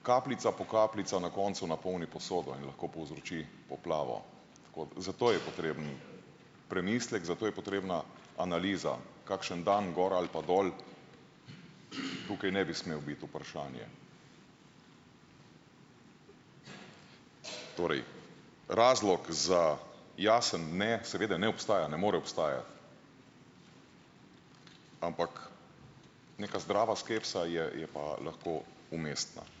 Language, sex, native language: Slovenian, male, Slovenian